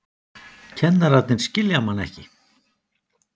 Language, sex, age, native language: Icelandic, male, 50-59, Icelandic